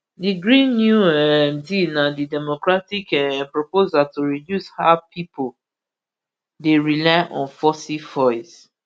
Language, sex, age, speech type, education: Nigerian Pidgin, female, 30-45, spontaneous, tertiary